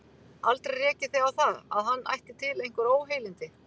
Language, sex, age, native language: Icelandic, female, 50-59, Icelandic